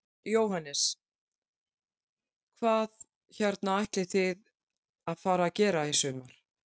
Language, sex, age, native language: Icelandic, female, 60-69, Icelandic